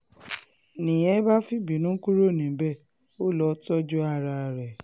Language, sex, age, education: Yoruba, female, 15-29, tertiary